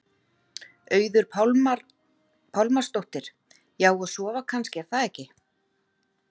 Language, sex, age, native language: Icelandic, female, 40-49, Icelandic